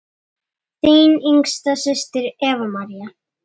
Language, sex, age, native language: Icelandic, female, 9, Icelandic